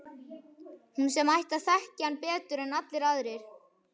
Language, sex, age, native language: Icelandic, male, 11, Icelandic